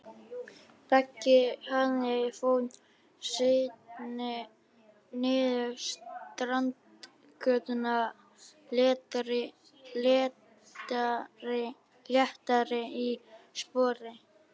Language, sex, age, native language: Icelandic, male, 12, Icelandic